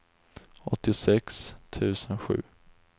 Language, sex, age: Swedish, male, 20